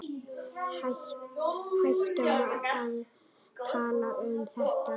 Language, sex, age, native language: Icelandic, female, 9, Icelandic